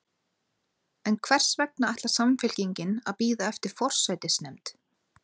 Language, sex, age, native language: Icelandic, female, 30-39, Icelandic